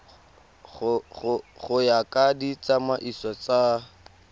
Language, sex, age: Tswana, male, 19